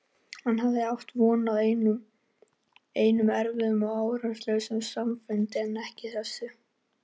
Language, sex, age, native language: Icelandic, male, 18-19, Icelandic